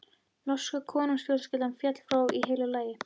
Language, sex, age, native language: Icelandic, female, 13, Icelandic